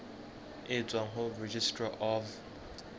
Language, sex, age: Southern Sotho, male, 20